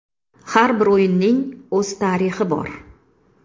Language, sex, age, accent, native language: Uzbek, female, 35+, Toshkent shahri, Uzbek